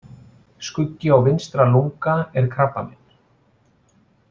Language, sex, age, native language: Icelandic, male, 40-49, Icelandic